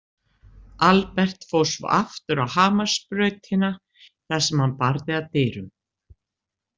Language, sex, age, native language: Icelandic, female, 60-69, Icelandic